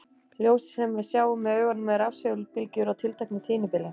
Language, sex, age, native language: Icelandic, female, 30-39, Icelandic